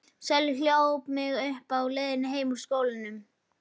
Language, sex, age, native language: Icelandic, female, 11, Icelandic